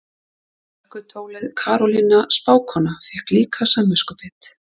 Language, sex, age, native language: Icelandic, female, 30-39, Icelandic